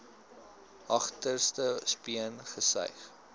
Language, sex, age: Afrikaans, male, 22